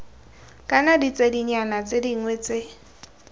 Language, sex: Tswana, female